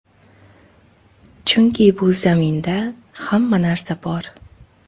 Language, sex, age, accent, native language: Uzbek, female, 18-24, Qoraqalpog'iston, Uzbek